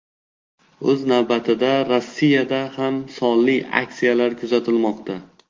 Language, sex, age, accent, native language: Uzbek, male, 18-24, Xorazm, Uzbek